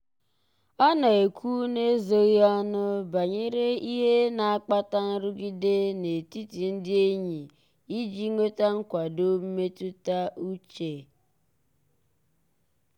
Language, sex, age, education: Igbo, male, 15-29, tertiary